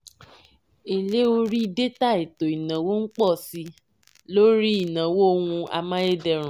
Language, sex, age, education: Yoruba, female, 15-29, tertiary